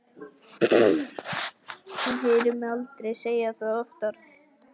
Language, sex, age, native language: Icelandic, male, 11, Icelandic